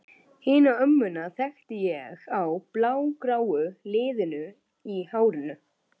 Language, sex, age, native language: Icelandic, male, 12, Icelandic